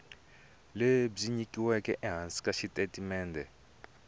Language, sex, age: Tsonga, male, 22